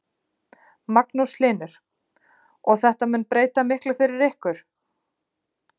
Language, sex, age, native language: Icelandic, female, 30-39, Icelandic